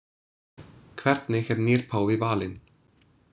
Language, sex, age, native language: Icelandic, male, 20-29, English